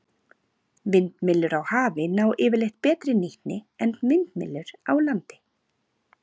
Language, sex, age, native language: Icelandic, female, 40-49, Icelandic